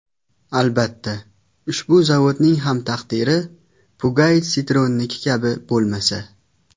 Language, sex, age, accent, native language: Uzbek, male, 19-29, Farg'ona, Uzbek